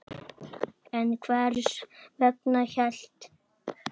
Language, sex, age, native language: Icelandic, male, 8, Icelandic